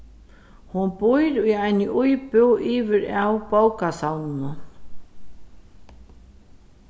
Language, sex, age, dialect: Faroese, female, 36-60, Suðurstreymoy